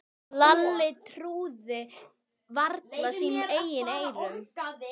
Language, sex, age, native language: Icelandic, female, 12, Icelandic